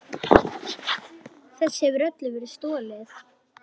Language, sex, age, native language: Icelandic, male, 10, Icelandic